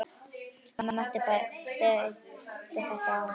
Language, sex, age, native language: Icelandic, male, 9, Icelandic